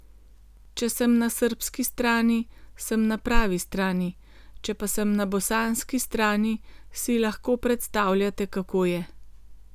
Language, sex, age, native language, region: Slovenian, female, 50-59, Slovenian, Gorenjska region